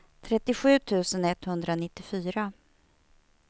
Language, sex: Swedish, female